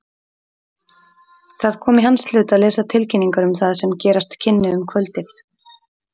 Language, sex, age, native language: Icelandic, female, 30-39, Icelandic